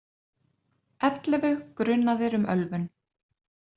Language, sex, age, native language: Icelandic, female, 30-39, Icelandic